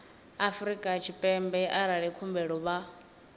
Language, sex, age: Venda, female, 20